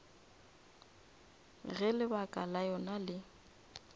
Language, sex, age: Northern Sotho, female, 24